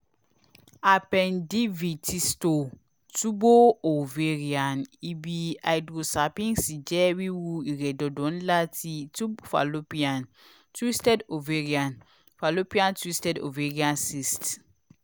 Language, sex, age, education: Yoruba, female, 15-29, tertiary